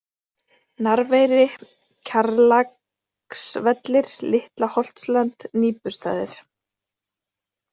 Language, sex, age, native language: Icelandic, female, 30-39, Icelandic